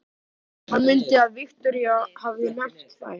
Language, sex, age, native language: Icelandic, male, 13, Icelandic